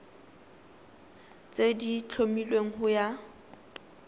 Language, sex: Tswana, female